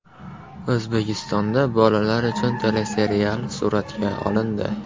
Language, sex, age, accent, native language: Uzbek, male, 18-24, Andijon, Uzbek